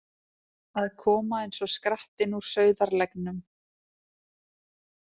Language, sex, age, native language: Icelandic, female, 20-29, Icelandic